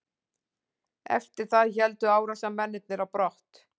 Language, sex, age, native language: Icelandic, female, 40-49, Icelandic